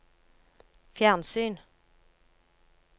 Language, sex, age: Norwegian, female, 39